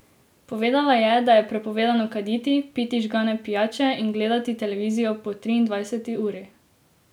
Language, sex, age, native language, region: Slovenian, female, 18-29, Slovenian, Drava region